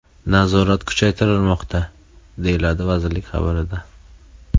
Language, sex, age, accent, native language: Uzbek, male, 18-24, Surxondaryo, Uzbek